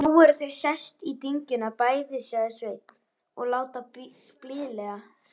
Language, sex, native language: Icelandic, female, Icelandic